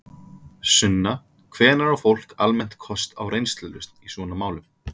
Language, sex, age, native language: Icelandic, male, 30-39, Icelandic